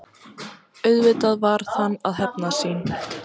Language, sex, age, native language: Icelandic, female, 14, Icelandic